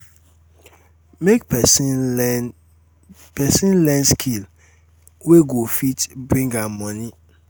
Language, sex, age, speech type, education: Nigerian Pidgin, male, 30-45, spontaneous, tertiary